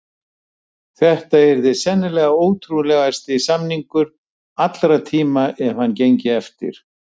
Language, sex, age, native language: Icelandic, male, 70-79, Icelandic